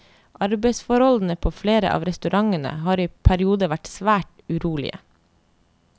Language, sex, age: Norwegian, female, 30